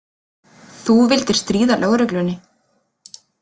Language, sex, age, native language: Icelandic, female, 30-39, Icelandic